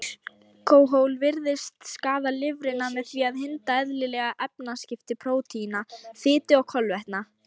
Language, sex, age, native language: Icelandic, female, 18-19, Icelandic